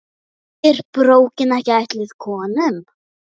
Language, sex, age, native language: Icelandic, female, 9, Icelandic